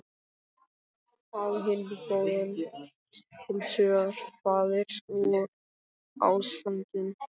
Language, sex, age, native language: Icelandic, male, 12, Icelandic